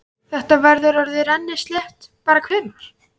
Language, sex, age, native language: Icelandic, male, 11, Icelandic